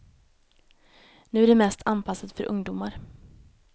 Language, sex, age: Swedish, female, 19